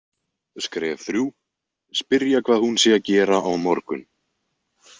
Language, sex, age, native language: Icelandic, male, 20-29, Icelandic